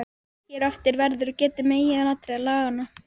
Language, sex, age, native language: Icelandic, female, 12, Icelandic